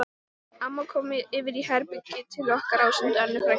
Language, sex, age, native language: Icelandic, female, 18-19, Icelandic